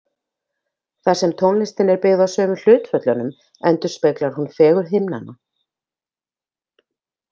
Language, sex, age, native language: Icelandic, female, 50-59, Icelandic